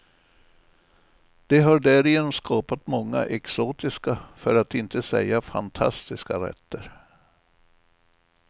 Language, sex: Swedish, male